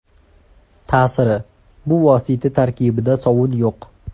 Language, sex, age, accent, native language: Uzbek, male, 18-24, Andijon, Uzbek